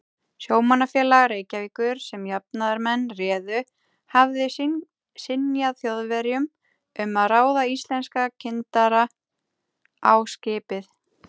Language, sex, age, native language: Icelandic, female, 30-39, Icelandic